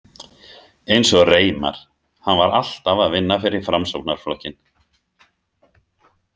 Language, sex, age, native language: Icelandic, male, 50-59, Icelandic